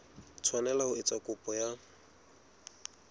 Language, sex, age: Southern Sotho, male, 20